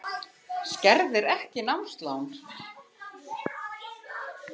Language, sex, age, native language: Icelandic, female, 50-59, Icelandic